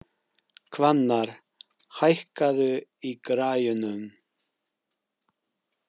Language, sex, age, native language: Icelandic, male, 50-59, English